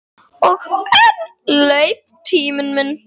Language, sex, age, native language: Icelandic, female, 8, Icelandic